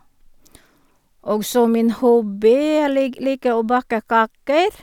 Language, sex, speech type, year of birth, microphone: Norwegian, female, spontaneous, 1962, Shure